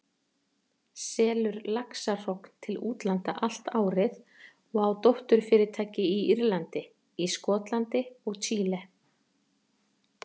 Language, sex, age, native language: Icelandic, female, 40-49, Icelandic